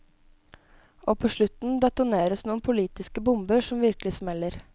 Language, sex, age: Norwegian, female, 17